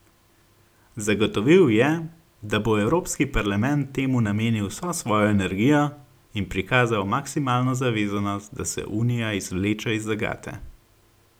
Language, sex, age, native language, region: Slovenian, male, 18-29, Slovenian, Gorenjska region